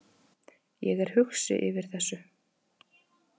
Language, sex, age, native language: Icelandic, female, 30-39, Icelandic